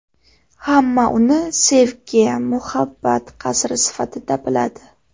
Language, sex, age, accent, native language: Uzbek, female, 18-24, Farg'ona, Uzbek